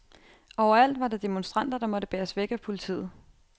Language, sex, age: Danish, female, 28